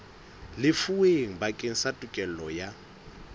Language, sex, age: Southern Sotho, male, 22